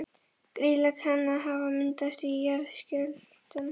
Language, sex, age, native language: Icelandic, female, 11, Icelandic